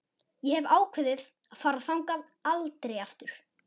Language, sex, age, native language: Icelandic, male, 11, Icelandic